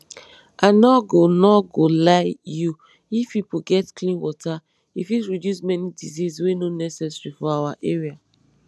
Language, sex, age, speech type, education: Nigerian Pidgin, female, 15-29, spontaneous, tertiary